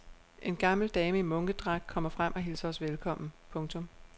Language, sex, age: Danish, female, 36